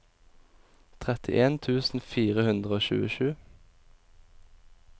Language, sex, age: Norwegian, male, 24